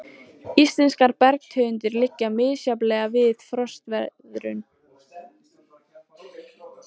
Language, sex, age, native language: Icelandic, female, 14, Icelandic